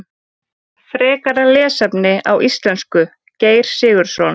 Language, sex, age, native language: Icelandic, female, 20-29, Icelandic